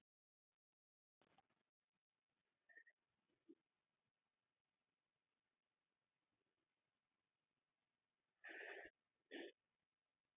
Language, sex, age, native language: Icelandic, male, 60-69, Icelandic